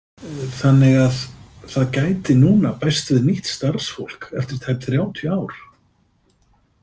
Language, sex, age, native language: Icelandic, male, 50-59, Icelandic